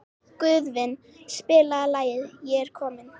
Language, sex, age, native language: Icelandic, female, 18-19, Icelandic